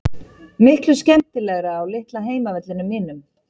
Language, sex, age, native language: Icelandic, female, 30-39, Icelandic